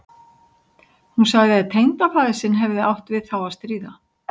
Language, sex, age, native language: Icelandic, male, 60-69, Icelandic